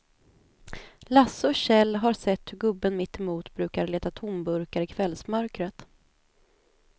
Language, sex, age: Swedish, female, 28